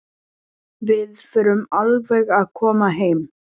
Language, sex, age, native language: Icelandic, male, 11, Icelandic